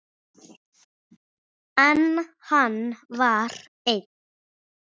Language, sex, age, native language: Icelandic, male, 6, Icelandic